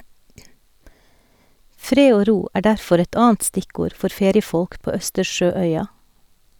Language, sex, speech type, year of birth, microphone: Norwegian, female, read, 1969, Sennheiser